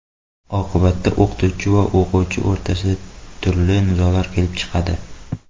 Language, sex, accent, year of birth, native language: Uzbek, male, Xorazm, 2002, Uzbek